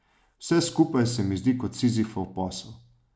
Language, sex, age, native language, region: Slovenian, male, 30-49, Slovenian, Savinja region